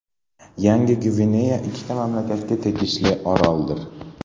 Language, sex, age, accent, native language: Uzbek, male, 12-17, Namangan, Uzbek